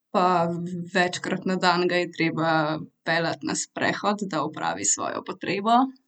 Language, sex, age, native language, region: Slovenian, female, 18-29, Slovenian, Central Slovenia